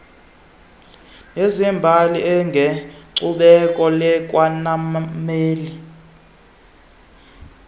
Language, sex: Xhosa, male